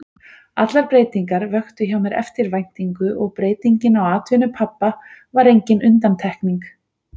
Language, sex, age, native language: Icelandic, female, 40-49, Icelandic